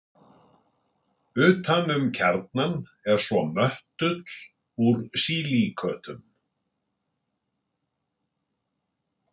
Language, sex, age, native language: Icelandic, male, 60-69, Icelandic